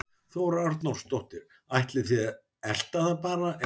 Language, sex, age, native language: Icelandic, male, 60-69, Icelandic